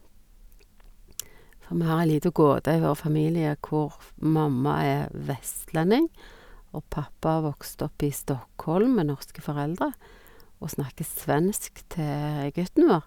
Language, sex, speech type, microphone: Norwegian, female, spontaneous, Sennheiser